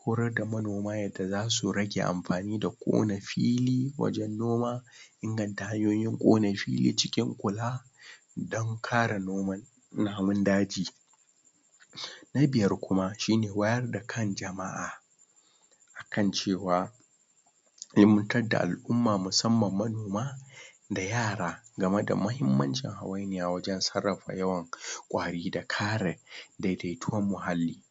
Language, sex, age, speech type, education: Hausa, male, 30-45, spontaneous, tertiary